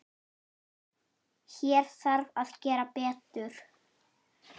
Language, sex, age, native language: Icelandic, male, 8, Icelandic